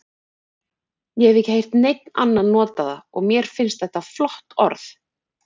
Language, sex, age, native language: Icelandic, female, 40-49, Icelandic